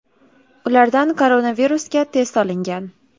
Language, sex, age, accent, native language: Uzbek, female, 18-24, Toshkent viloyati, Uzbek